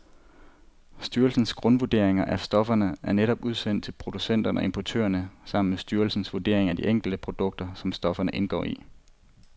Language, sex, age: Danish, male, 25